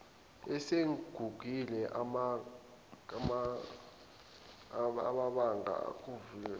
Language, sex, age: Zulu, male, 25